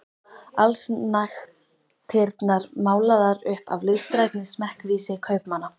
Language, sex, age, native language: Icelandic, female, 13, Icelandic